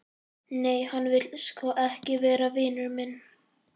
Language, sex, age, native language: Icelandic, male, 11, Icelandic